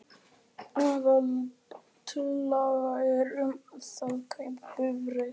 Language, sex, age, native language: Icelandic, male, 11, Icelandic